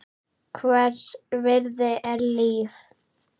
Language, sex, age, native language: Icelandic, male, 8, Icelandic